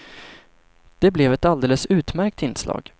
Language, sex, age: Swedish, male, 25